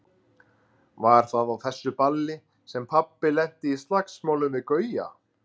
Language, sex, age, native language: Icelandic, male, 30-39, Icelandic